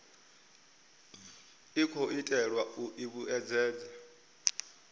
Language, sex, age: Venda, male, 22